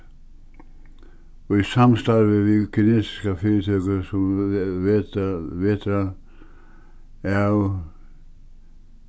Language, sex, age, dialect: Faroese, male, 61+, Suðuroy